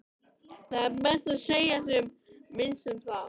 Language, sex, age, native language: Icelandic, male, 13, Icelandic